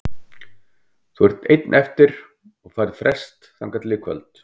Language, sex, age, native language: Icelandic, male, 50-59, Icelandic